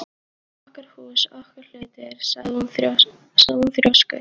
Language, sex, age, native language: Icelandic, female, 12, Icelandic